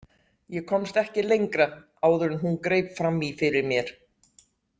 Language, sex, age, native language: Icelandic, female, 60-69, Icelandic